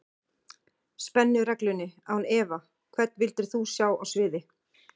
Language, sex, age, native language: Icelandic, female, 40-49, Icelandic